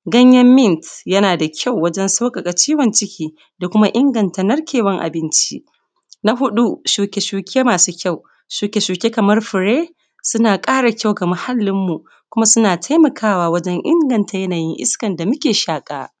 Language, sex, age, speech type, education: Hausa, female, 30-45, spontaneous, secondary